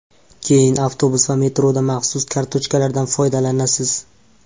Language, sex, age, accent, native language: Uzbek, male, 18-24, Farg'ona, Uzbek